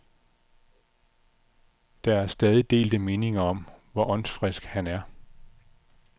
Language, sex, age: Danish, male, 46